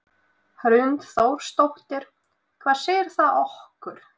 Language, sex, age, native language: Icelandic, female, 20-29, Russian